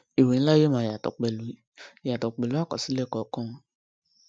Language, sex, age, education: Yoruba, female, 15-29, tertiary